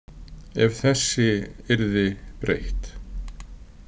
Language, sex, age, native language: Icelandic, male, 60-69, Icelandic